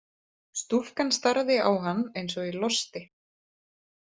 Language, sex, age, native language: Icelandic, female, 30-39, Icelandic